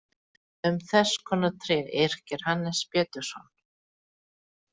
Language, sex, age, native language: Icelandic, female, 40-49, Icelandic